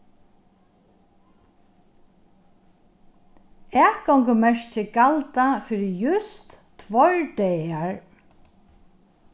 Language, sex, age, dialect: Faroese, female, 61+, Norðurstreymoy/Eysturoy